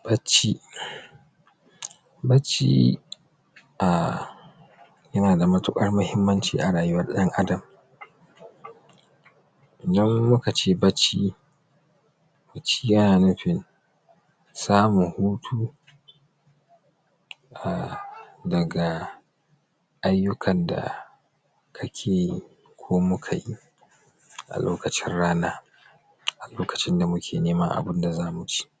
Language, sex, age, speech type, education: Hausa, male, 46-60, spontaneous, tertiary